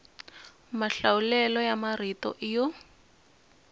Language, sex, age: Tsonga, female, 20